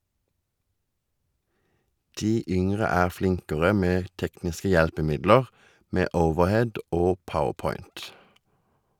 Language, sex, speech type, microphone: Norwegian, male, read, Shure